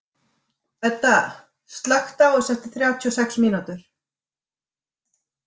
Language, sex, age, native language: Icelandic, female, 40-49, Icelandic